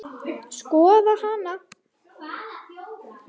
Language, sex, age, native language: Icelandic, female, 8, Icelandic